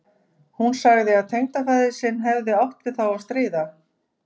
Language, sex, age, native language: Icelandic, female, 50-59, Icelandic